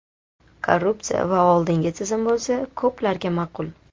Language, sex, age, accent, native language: Uzbek, female, 18-24, Toshkent shahri, Uzbek